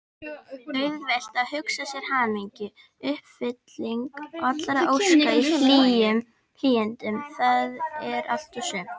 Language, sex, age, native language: Icelandic, female, 30-39, Icelandic